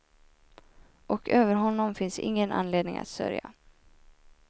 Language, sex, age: Swedish, female, 24